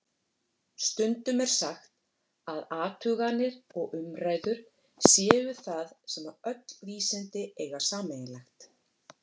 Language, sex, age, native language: Icelandic, female, 40-49, Icelandic